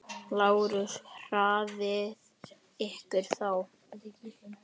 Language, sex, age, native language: Icelandic, male, 10, Icelandic